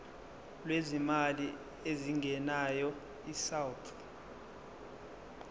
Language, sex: Zulu, male